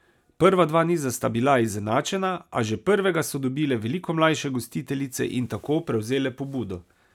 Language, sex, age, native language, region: Slovenian, male, 30-49, Slovenian, Savinja region